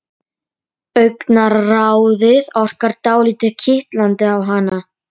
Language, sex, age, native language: Icelandic, female, 30-39, Polish